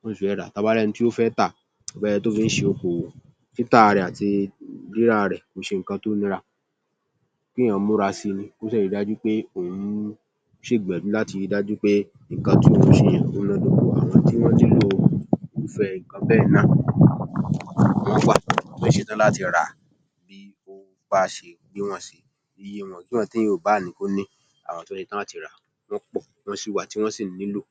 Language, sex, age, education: Yoruba, male, 30-45, tertiary